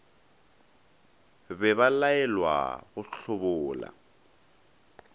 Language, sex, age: Northern Sotho, male, 19